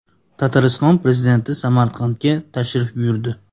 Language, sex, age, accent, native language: Uzbek, male, 25-34, Farg'ona, Uzbek